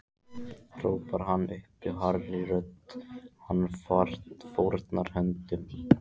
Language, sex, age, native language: Icelandic, male, 14, Icelandic